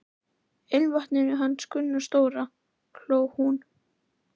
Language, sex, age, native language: Icelandic, female, 11, Icelandic